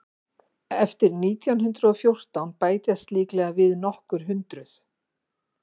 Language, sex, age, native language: Icelandic, female, 50-59, Icelandic